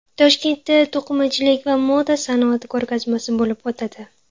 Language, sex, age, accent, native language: Uzbek, female, 18-24, Namangan, Uzbek